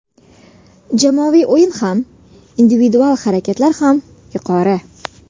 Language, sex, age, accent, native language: Uzbek, female, 18-24, Sirdaryo, Uzbek